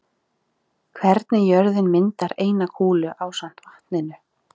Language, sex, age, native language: Icelandic, female, 30-39, Icelandic